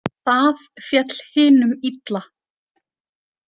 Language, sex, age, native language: Icelandic, female, 30-39, Icelandic